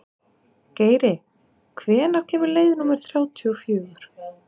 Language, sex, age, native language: Icelandic, female, 30-39, Icelandic